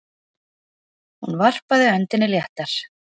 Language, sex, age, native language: Icelandic, other, 6, Icelandic